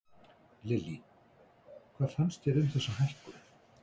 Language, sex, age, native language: Icelandic, male, 60-69, Icelandic